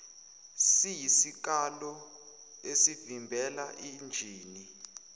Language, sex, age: Zulu, male, 21